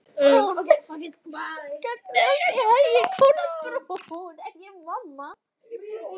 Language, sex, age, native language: Icelandic, female, 11, Icelandic